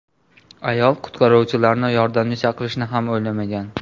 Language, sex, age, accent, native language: Uzbek, male, 18-24, Namangan, Uzbek